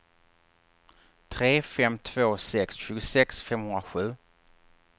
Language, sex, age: Swedish, male, 48